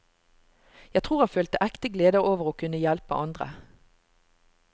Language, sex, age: Norwegian, female, 45